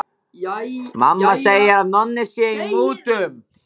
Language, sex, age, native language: Icelandic, male, 14, Icelandic